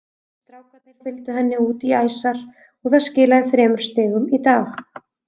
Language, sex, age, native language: Icelandic, female, 30-39, Icelandic